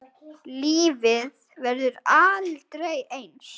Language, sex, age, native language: Icelandic, male, 9, Icelandic